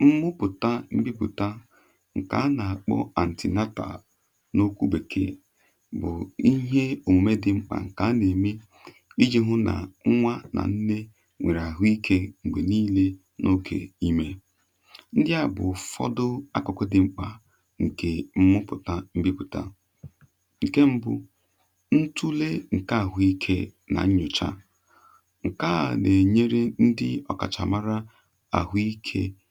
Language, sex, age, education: Igbo, male, 30-45, tertiary